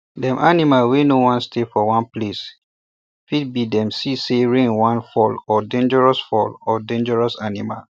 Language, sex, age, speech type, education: Nigerian Pidgin, male, 30-45, spontaneous, tertiary